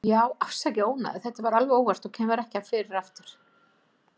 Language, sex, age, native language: Icelandic, female, 50-59, Icelandic